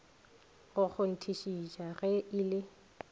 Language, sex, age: Northern Sotho, female, 21